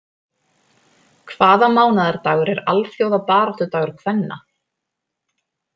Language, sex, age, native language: Icelandic, female, 30-39, Icelandic